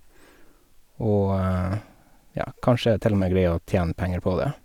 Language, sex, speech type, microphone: Norwegian, male, spontaneous, Sennheiser